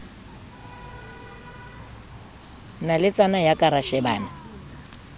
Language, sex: Southern Sotho, female